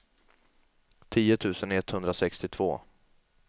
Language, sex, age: Swedish, male, 22